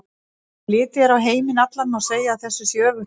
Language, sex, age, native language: Icelandic, female, 60-69, Icelandic